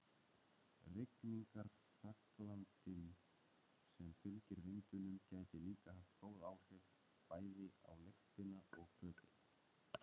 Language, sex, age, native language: Icelandic, male, 30-39, Icelandic